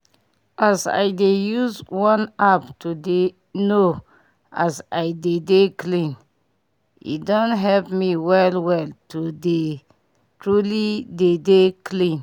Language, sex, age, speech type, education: Nigerian Pidgin, female, 30-45, spontaneous, tertiary